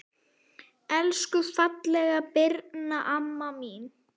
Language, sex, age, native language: Icelandic, female, 8, Icelandic